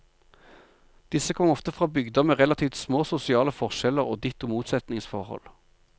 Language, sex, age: Norwegian, male, 45